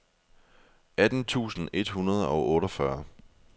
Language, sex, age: Danish, male, 24